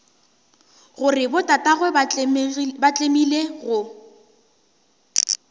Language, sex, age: Northern Sotho, female, 18